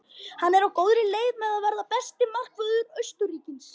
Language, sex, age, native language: Icelandic, female, 50-59, Icelandic